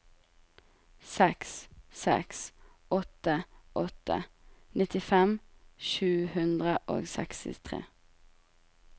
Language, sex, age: Norwegian, female, 20